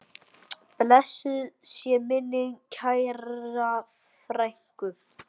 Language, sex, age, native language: Icelandic, male, 8, Icelandic